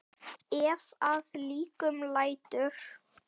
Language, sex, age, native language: Icelandic, female, 10, Icelandic